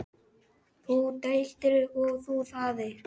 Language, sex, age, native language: Icelandic, male, 10, Icelandic